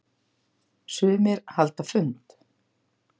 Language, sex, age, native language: Icelandic, female, 60-69, Icelandic